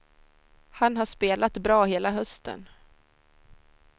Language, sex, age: Swedish, female, 26